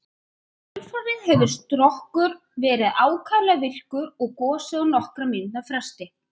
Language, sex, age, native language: Icelandic, female, 30-39, Icelandic